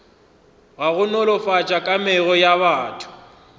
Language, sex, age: Northern Sotho, male, 23